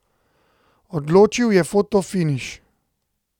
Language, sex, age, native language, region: Slovenian, male, 30-49, Slovenian, Central Slovenia